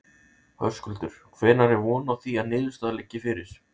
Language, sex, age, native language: Icelandic, male, 30-39, Icelandic